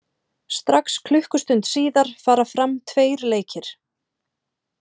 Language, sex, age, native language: Icelandic, female, 30-39, Icelandic